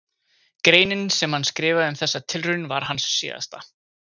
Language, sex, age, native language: Icelandic, male, 20-29, Icelandic